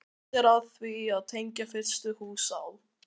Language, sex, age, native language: Icelandic, male, 13, Icelandic